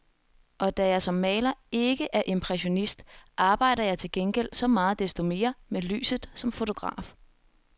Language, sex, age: Danish, female, 21